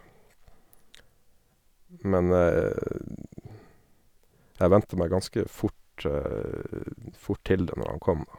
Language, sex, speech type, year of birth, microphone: Norwegian, male, spontaneous, 1979, Sennheiser